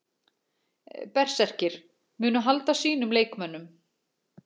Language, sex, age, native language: Icelandic, female, 40-49, Icelandic